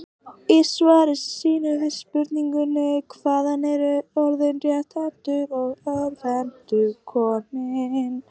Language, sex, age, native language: Icelandic, female, 18-19, Icelandic